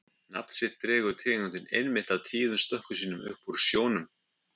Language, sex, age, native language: Icelandic, male, 50-59, Icelandic